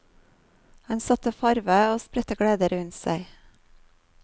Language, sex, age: Norwegian, female, 39